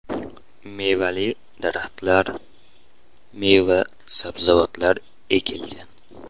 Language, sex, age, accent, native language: Uzbek, male, 18-24, Andijon, Uzbek